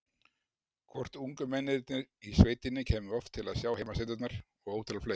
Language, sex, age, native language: Icelandic, male, 60-69, Icelandic